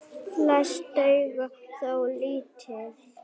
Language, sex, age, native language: Icelandic, male, 9, Icelandic